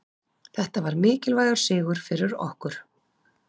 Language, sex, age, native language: Icelandic, female, 40-49, Icelandic